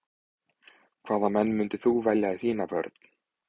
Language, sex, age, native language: Icelandic, male, 20-29, Icelandic